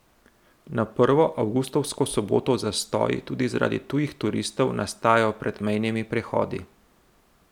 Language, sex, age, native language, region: Slovenian, male, 30-49, Slovenian, Central Slovenia